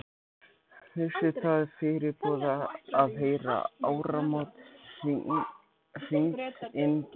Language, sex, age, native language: Icelandic, male, 14, Icelandic